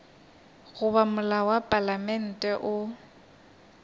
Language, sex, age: Northern Sotho, female, 22